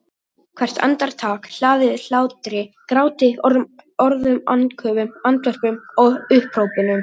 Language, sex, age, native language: Icelandic, male, 11, Icelandic